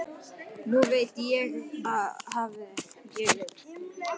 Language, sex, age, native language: Icelandic, male, 11, Icelandic